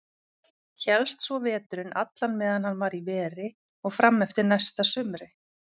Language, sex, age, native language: Icelandic, female, 30-39, Icelandic